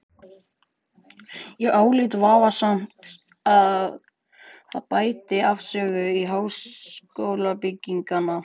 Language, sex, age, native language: Icelandic, male, 14, Icelandic